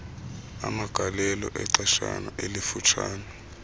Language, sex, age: Xhosa, male, 33